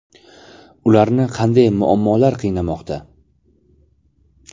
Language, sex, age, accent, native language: Uzbek, male, 18-24, Toshkent shahri, Uzbek